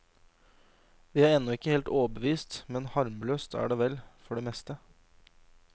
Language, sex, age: Norwegian, male, 26